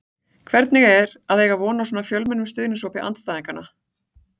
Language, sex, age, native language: Icelandic, female, 40-49, Icelandic